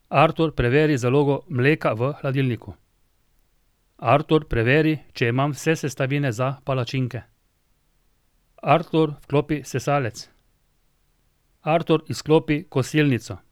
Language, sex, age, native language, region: Slovenian, male, 50-59, Slovenian, Drava region